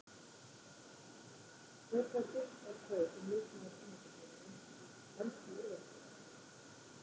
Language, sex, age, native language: Icelandic, female, 50-59, Icelandic